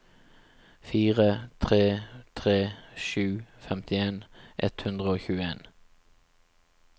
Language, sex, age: Norwegian, male, 36